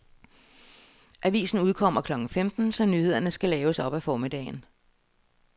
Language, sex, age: Danish, female, 60